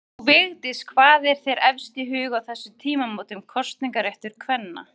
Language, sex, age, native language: Icelandic, female, 30-39, Icelandic